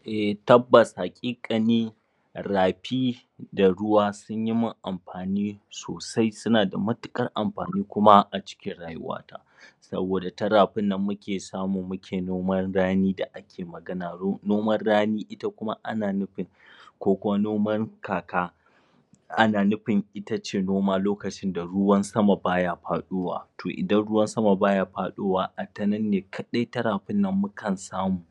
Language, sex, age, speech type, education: Hausa, male, 30-45, spontaneous, tertiary